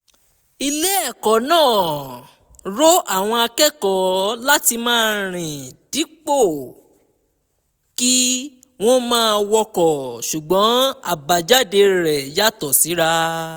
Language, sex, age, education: Yoruba, male, 15-29, tertiary